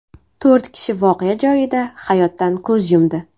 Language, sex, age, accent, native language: Uzbek, female, 18-24, Navoiy, Uzbek